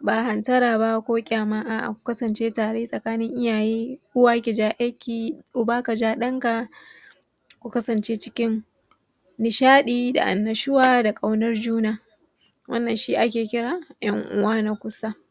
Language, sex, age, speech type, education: Hausa, female, 15-29, spontaneous, tertiary